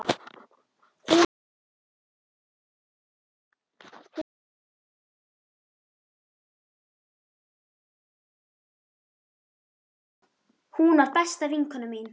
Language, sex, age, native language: Icelandic, female, 10, Icelandic